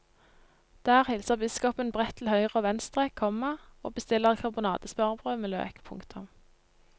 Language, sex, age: Norwegian, female, 19